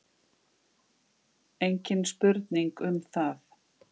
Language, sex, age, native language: Icelandic, female, 50-59, Icelandic